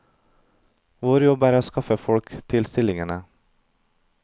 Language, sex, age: Norwegian, male, 32